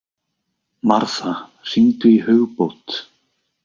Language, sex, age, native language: Icelandic, male, 20-29, Icelandic